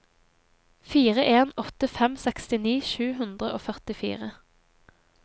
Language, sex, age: Norwegian, female, 23